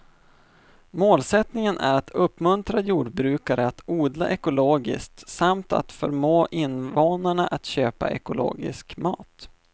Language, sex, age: Swedish, male, 25